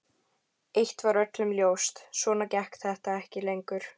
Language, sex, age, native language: Icelandic, female, 12, Icelandic